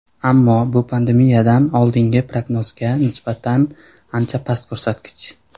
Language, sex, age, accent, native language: Uzbek, male, 19-29, Surxondaryo, Uzbek